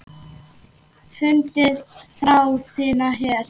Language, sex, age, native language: Icelandic, male, 8, Icelandic